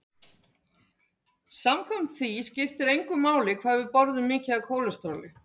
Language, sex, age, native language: Icelandic, female, 50-59, Icelandic